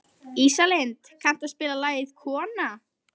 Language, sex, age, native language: Icelandic, female, 11, Icelandic